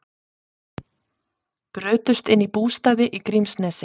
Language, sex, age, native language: Icelandic, female, 30-39, Icelandic